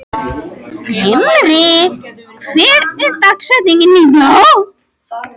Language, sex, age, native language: Icelandic, other, 13, French